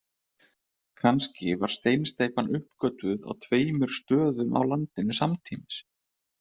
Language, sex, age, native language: Icelandic, male, 30-39, Icelandic